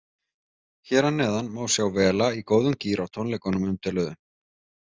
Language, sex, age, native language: Icelandic, male, 30-39, Icelandic